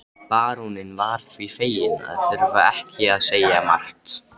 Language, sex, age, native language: Icelandic, male, 13, Icelandic